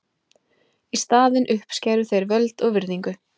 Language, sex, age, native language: Icelandic, female, 20-29, Icelandic